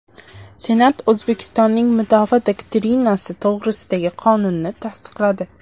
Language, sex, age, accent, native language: Uzbek, female, under 19, Qashqadaryo, Uzbek